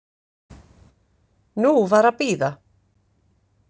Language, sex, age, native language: Icelandic, female, 50-59, Icelandic